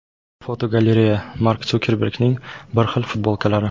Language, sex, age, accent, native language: Uzbek, male, 18-24, Toshkent viloyati, Uzbek